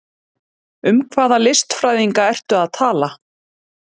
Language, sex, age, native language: Icelandic, female, 30-39, Icelandic